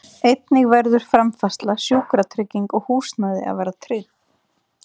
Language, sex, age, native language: Icelandic, female, 30-39, Icelandic